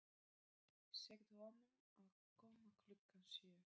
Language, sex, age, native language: Icelandic, female, 30-39, Polish